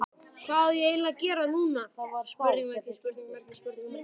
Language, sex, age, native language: Icelandic, male, 12, Icelandic